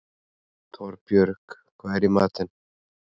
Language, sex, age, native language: Icelandic, male, 30-39, Icelandic